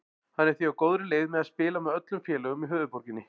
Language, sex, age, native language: Icelandic, male, 40-49, Icelandic